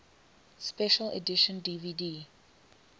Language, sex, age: English, female, 21